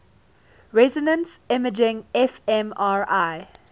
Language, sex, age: English, female, 20